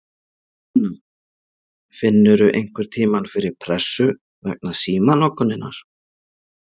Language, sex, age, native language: Icelandic, male, 40-49, Icelandic